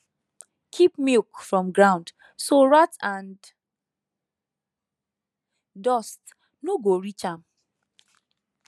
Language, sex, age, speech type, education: Nigerian Pidgin, female, 15-29, spontaneous, tertiary